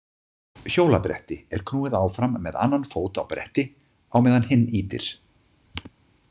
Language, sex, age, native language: Icelandic, male, 50-59, Icelandic